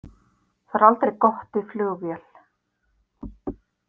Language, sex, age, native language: Icelandic, female, 50-59, Icelandic